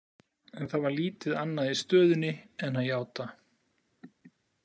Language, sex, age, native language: Icelandic, male, 40-49, Icelandic